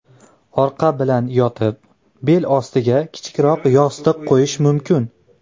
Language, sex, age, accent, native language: Uzbek, male, 19-29, Andijon, Uzbek